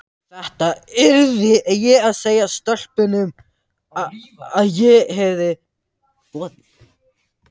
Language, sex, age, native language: Icelandic, male, 14, Icelandic